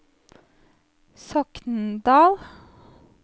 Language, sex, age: Norwegian, female, 27